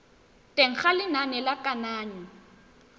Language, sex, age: Tswana, female, 18